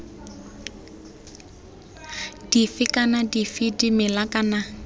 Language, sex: Tswana, female